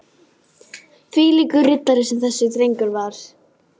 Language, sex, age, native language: Icelandic, female, 12, Icelandic